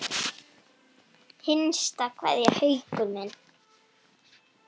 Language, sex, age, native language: Icelandic, female, 9, Icelandic